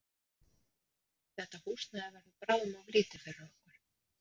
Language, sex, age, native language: Icelandic, female, 30-39, Icelandic